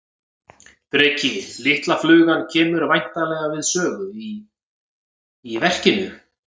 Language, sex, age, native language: Icelandic, male, 40-49, Icelandic